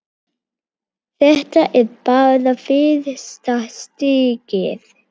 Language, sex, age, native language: Icelandic, female, 9, Icelandic